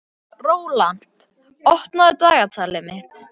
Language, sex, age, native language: Icelandic, male, 11, Icelandic